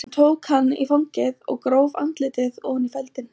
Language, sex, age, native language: Icelandic, female, 20-29, Icelandic